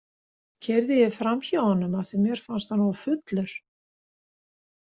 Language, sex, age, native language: Icelandic, female, 60-69, Icelandic